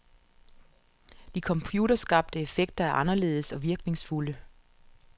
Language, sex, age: Danish, female, 47